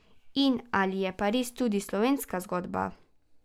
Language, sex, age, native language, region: Slovenian, female, 12-17, Slovenian, Carinthia region